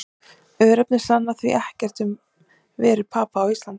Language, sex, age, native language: Icelandic, female, 30-39, Icelandic